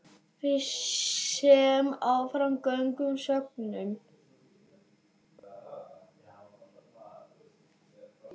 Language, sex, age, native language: Icelandic, male, 9, Icelandic